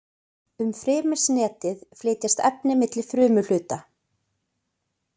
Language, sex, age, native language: Icelandic, female, 20-29, Icelandic